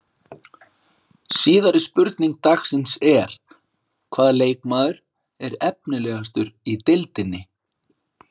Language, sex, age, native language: Icelandic, male, 40-49, Icelandic